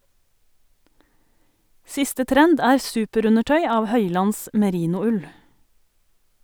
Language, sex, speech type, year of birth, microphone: Norwegian, female, read, 1971, Sennheiser